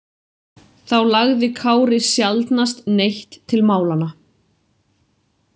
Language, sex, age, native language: Icelandic, female, 30-39, Icelandic